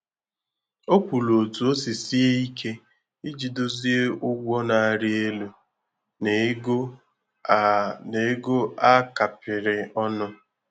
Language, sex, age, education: Igbo, male, 15-29, tertiary